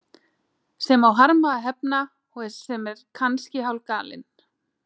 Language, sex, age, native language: Icelandic, female, 30-39, Icelandic